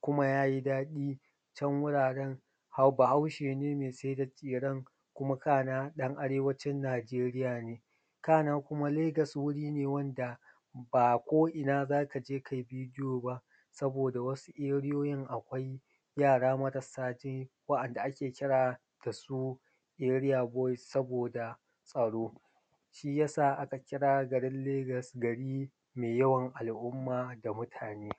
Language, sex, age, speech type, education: Hausa, male, 30-45, spontaneous, tertiary